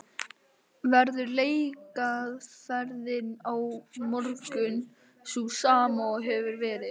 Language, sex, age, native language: Icelandic, male, 12, Icelandic